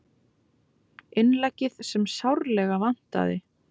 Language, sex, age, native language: Icelandic, female, 20-29, Icelandic